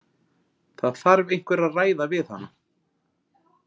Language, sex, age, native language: Icelandic, male, 40-49, Icelandic